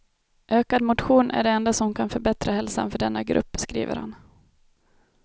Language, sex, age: Swedish, female, 32